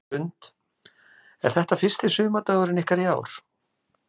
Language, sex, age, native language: Icelandic, male, 40-49, Icelandic